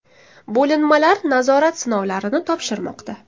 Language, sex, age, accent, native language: Uzbek, female, 19-29, Samarqand, Uzbek